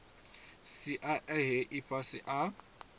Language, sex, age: Venda, male, 20